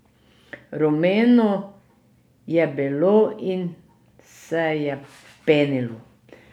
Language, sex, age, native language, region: Slovenian, female, 60+, Slovenian, Drava region